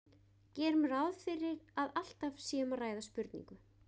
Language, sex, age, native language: Icelandic, female, 20-29, Icelandic